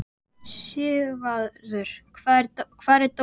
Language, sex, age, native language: Icelandic, male, 12, Icelandic